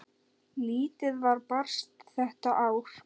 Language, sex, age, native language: Icelandic, male, 10, Icelandic